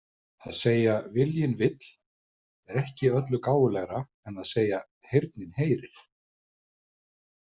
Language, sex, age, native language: Icelandic, male, 50-59, Icelandic